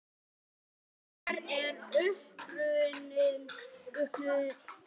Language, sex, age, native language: Icelandic, male, 9, Icelandic